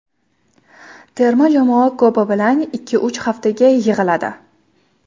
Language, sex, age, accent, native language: Uzbek, female, 18-24, Toshkent shahri, Uzbek